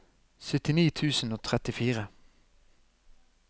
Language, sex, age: Norwegian, male, 32